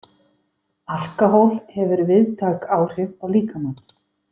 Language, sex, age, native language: Icelandic, female, 50-59, Icelandic